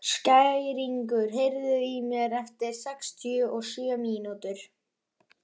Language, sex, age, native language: Icelandic, male, 11, Icelandic